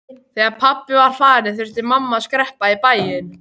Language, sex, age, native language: Icelandic, male, 12, Icelandic